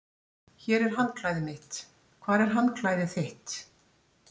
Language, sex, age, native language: Icelandic, female, 60-69, Icelandic